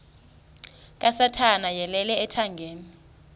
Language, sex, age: Xhosa, female, 33